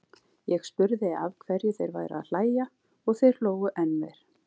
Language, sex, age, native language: Icelandic, female, 40-49, Icelandic